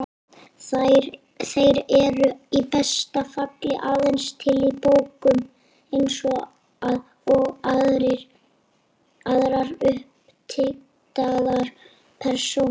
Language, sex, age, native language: Icelandic, female, 30-39, Icelandic